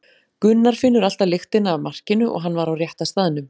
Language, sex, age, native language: Icelandic, female, 40-49, Icelandic